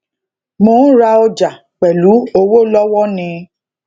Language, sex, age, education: Yoruba, female, 30-45, tertiary